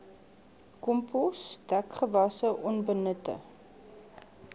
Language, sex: Afrikaans, female